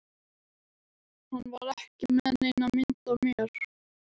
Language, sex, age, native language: Icelandic, male, 12, Icelandic